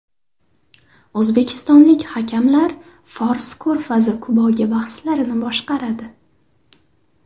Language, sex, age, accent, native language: Uzbek, female, under 19, Navoiy, Uzbek